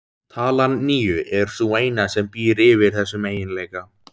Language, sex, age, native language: Icelandic, male, 17, Icelandic